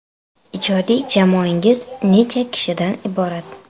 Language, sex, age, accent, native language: Uzbek, female, 25-34, Toshkent shahri, Uzbek